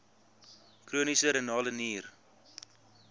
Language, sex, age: Afrikaans, male, 22